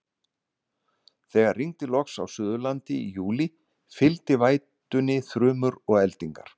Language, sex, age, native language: Icelandic, male, 60-69, Icelandic